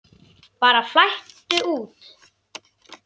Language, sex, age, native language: Icelandic, male, 10, Icelandic